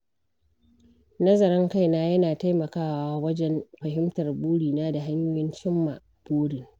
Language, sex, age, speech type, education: Hausa, female, 46-60, read, primary